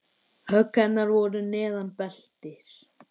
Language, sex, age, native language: Icelandic, male, 10, Icelandic